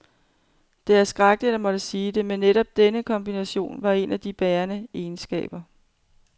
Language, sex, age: Danish, female, 45